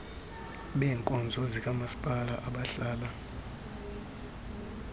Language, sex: Xhosa, female